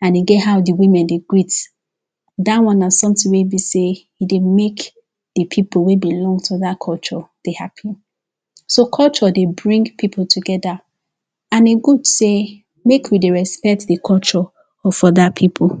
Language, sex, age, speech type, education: Nigerian Pidgin, female, 15-29, spontaneous, tertiary